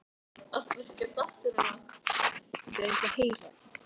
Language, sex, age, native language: Icelandic, female, 12, Icelandic